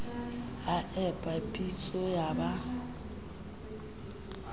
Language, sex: Southern Sotho, female